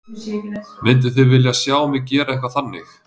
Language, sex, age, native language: Icelandic, male, 30-39, Icelandic